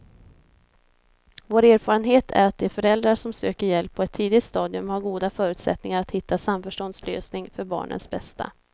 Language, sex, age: Swedish, female, 26